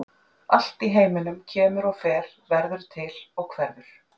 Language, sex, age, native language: Icelandic, female, 40-49, Icelandic